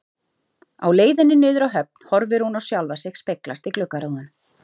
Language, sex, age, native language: Icelandic, female, 40-49, Icelandic